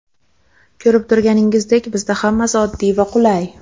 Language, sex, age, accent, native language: Uzbek, female, 18-24, Andijon, Uzbek